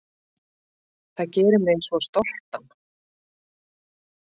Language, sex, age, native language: Icelandic, female, 60-69, Icelandic